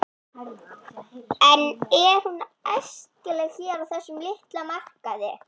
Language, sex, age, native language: Icelandic, female, 11, Icelandic